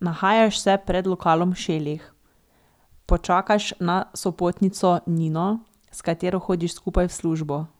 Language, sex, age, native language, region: Slovenian, female, 18-29, Slovenian, Drava region